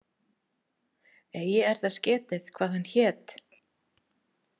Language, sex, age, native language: Icelandic, female, 40-49, Icelandic